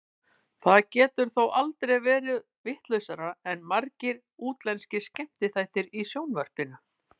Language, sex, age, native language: Icelandic, female, 50-59, Icelandic